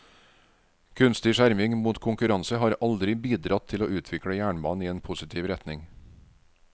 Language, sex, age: Norwegian, male, 49